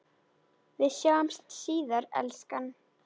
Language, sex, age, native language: Icelandic, female, 10, Icelandic